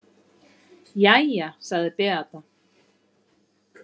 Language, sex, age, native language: Icelandic, female, 30-39, Icelandic